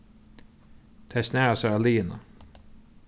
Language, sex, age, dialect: Faroese, male, 15-35, Norðurstreymoy/Eysturoy